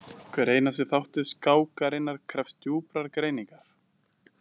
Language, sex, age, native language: Icelandic, male, 20-29, Icelandic